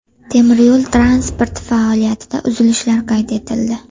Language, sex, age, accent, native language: Uzbek, female, 18-24, Farg'ona, Uzbek